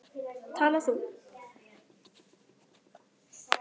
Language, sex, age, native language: Icelandic, female, 10, Icelandic